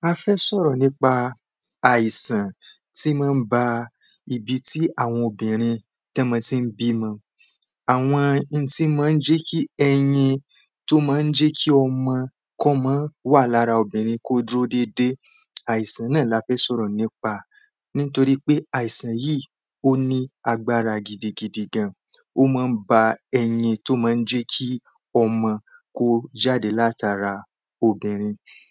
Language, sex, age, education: Yoruba, male, 15-29, tertiary